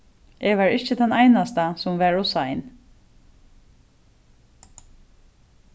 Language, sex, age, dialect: Faroese, female, 36-60, Suðurstreymoy